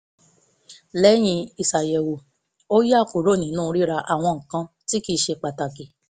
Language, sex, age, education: Yoruba, female, 15-29, tertiary